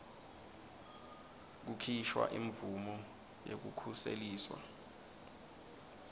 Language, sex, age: Swati, male, 19